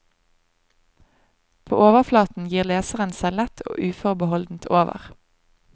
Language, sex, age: Norwegian, female, 25